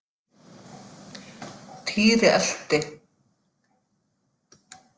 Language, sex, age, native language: Icelandic, female, 50-59, Icelandic